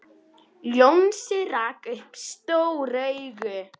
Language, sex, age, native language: Icelandic, female, 10, Icelandic